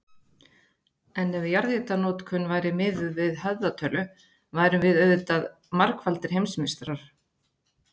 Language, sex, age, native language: Icelandic, female, 30-39, Icelandic